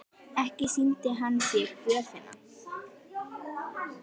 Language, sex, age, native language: Icelandic, female, 9, Icelandic